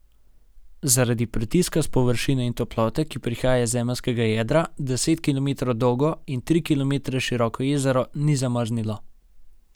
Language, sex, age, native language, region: Slovenian, male, 18-29, Slovenian, Gorenjska region